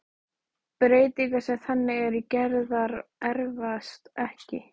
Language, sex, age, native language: Icelandic, female, 13, Icelandic